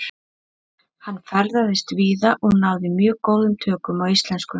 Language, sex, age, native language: Icelandic, female, 30-39, Icelandic